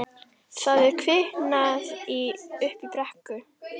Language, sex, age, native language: Icelandic, female, 11, Icelandic